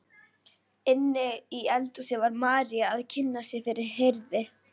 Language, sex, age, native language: Icelandic, female, 11, Icelandic